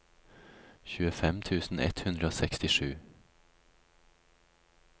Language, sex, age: Norwegian, male, 36